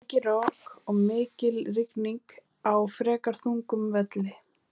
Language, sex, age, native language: Icelandic, female, 20-29, Icelandic